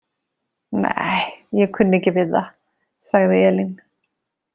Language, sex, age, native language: Icelandic, female, 30-39, Icelandic